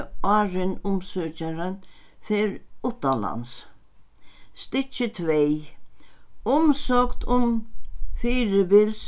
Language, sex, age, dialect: Faroese, female, 61+, Sandoy